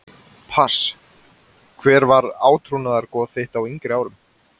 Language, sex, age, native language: Icelandic, male, 20-29, Icelandic